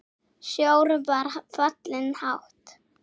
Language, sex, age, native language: Icelandic, female, 6, Icelandic